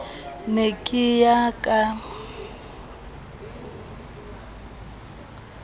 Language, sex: Southern Sotho, female